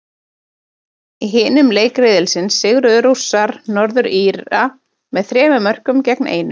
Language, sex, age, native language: Icelandic, female, 30-39, Icelandic